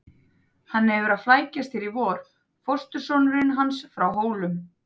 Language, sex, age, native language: Icelandic, female, 30-39, Icelandic